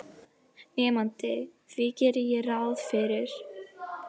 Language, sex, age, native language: Icelandic, female, 11, Icelandic